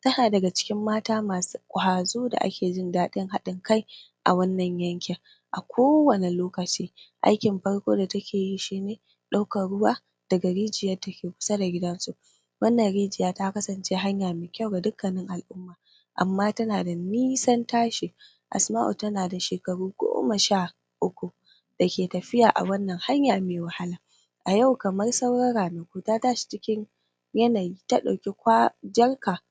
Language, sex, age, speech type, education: Hausa, female, 15-29, spontaneous, primary